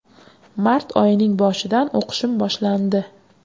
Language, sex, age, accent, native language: Uzbek, female, 25-34, Qashqadaryo, Uzbek